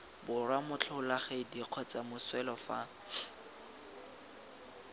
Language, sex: Tswana, male